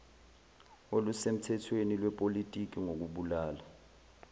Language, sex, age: Zulu, male, 20